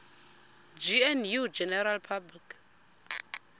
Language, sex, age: Xhosa, female, 32